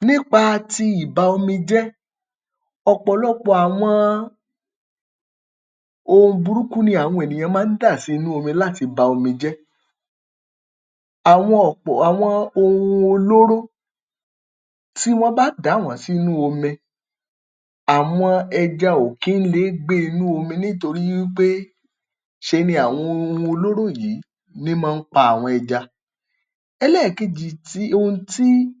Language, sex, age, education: Yoruba, male, 30-45, tertiary